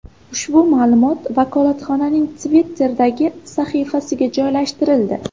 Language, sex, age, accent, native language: Uzbek, female, 18-24, Samarqand, Uzbek